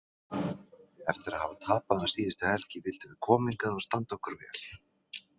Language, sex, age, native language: Icelandic, male, 40-49, Icelandic